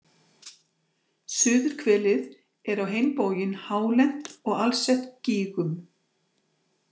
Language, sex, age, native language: Icelandic, female, 60-69, Icelandic